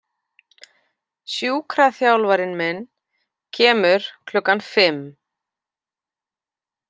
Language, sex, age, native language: Icelandic, female, 40-49, Icelandic